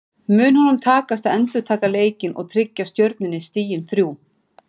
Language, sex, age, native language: Icelandic, female, 40-49, Icelandic